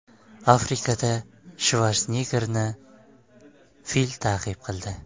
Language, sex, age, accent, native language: Uzbek, male, 18-24, Surxondaryo, Uzbek